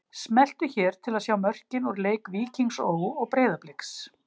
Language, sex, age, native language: Icelandic, female, 50-59, Icelandic